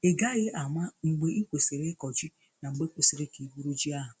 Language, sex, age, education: Igbo, female, 60+, tertiary